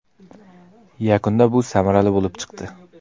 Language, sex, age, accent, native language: Uzbek, male, 25-34, Qoraqalpog'iston, Uzbek